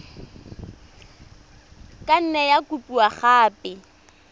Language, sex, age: Tswana, female, 25